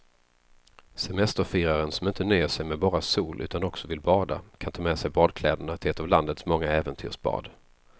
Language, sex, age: Swedish, male, 33